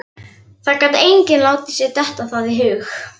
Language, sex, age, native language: Icelandic, female, 11, Icelandic